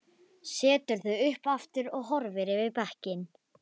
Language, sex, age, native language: Icelandic, female, 11, Icelandic